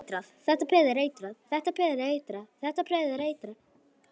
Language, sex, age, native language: Icelandic, female, 10, Icelandic